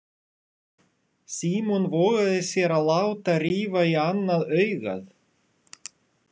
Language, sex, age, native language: Icelandic, male, 30-39, Russian